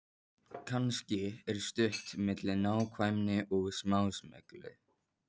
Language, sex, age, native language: Icelandic, male, 14, Icelandic